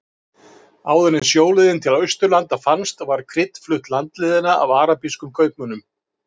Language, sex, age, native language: Icelandic, male, 50-59, Icelandic